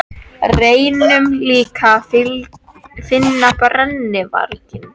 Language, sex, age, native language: Icelandic, female, 13, Icelandic